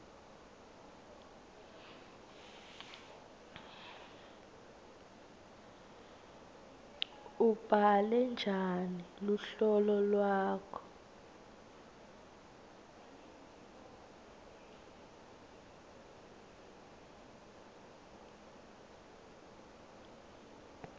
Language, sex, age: Swati, female, 20